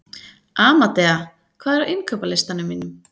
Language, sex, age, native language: Icelandic, female, 30-39, Icelandic